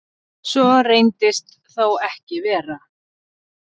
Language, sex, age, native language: Icelandic, female, 30-39, Icelandic